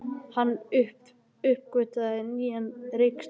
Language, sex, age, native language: Icelandic, male, 11, Icelandic